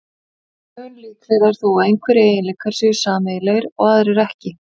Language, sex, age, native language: Icelandic, female, 40-49, Icelandic